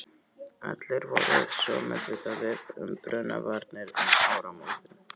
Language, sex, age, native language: Icelandic, male, 12, Icelandic